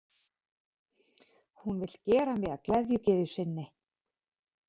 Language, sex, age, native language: Icelandic, female, 40-49, Icelandic